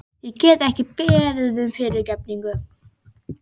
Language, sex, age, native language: Icelandic, female, 11, Icelandic